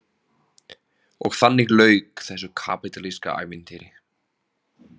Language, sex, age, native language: Icelandic, male, 30-39, Icelandic